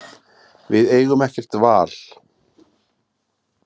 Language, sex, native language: Icelandic, male, Icelandic